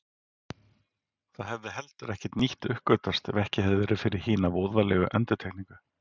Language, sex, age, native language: Icelandic, male, 40-49, Icelandic